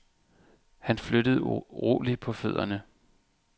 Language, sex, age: Danish, male, 34